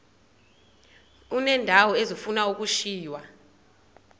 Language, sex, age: Xhosa, female, 30